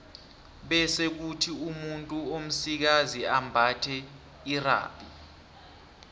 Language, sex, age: South Ndebele, male, 23